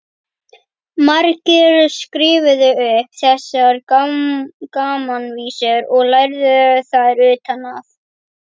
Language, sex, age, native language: Icelandic, female, 11, Icelandic